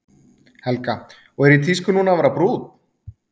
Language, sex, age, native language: Icelandic, male, 30-39, Icelandic